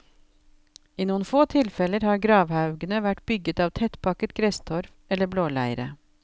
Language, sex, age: Norwegian, female, 52